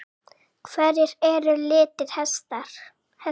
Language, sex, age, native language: Icelandic, female, 7, Icelandic